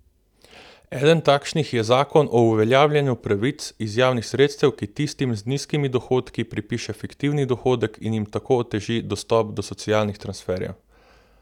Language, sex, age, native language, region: Slovenian, male, 18-29, Slovenian, Southeast Slovenia